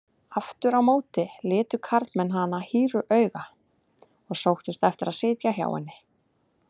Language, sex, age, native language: Icelandic, female, 30-39, Icelandic